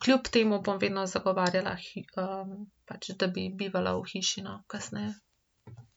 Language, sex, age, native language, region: Slovenian, female, 18-29, Slovenian, Central Slovenia